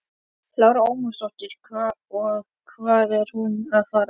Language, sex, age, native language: Icelandic, male, 11, Icelandic